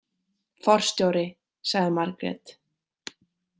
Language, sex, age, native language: Icelandic, female, 18-19, Icelandic